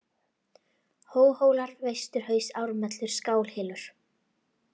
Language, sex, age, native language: Icelandic, female, 40-49, Icelandic